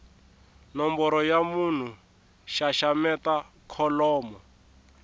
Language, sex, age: Tsonga, male, 24